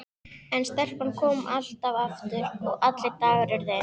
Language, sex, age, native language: Icelandic, female, 13, Icelandic